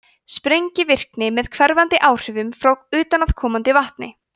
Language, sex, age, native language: Icelandic, female, 20-29, Icelandic